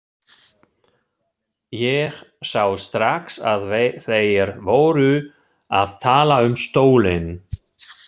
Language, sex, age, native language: Icelandic, male, 60-69, German